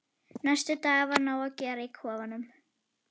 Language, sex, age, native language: Icelandic, female, 11, Icelandic